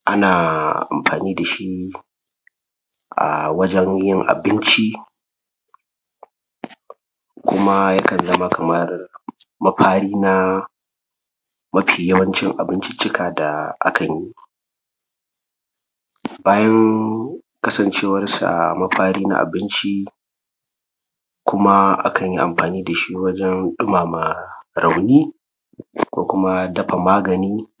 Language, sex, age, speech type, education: Hausa, male, 30-45, spontaneous, primary